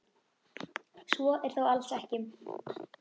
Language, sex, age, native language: Icelandic, female, 10, Icelandic